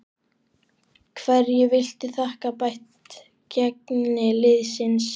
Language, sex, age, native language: Icelandic, male, 12, Icelandic